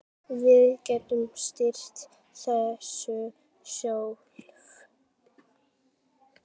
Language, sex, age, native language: Icelandic, female, 9, Icelandic